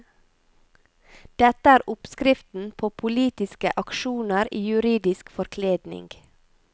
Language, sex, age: Norwegian, female, 28